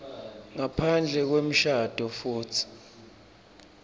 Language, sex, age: Swati, male, 26